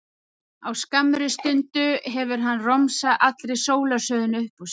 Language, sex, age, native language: Icelandic, female, 30-39, Icelandic